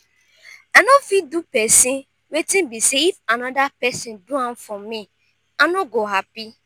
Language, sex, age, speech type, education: Nigerian Pidgin, female, 15-29, spontaneous, tertiary